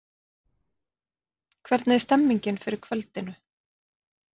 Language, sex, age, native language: Icelandic, female, 40-49, Icelandic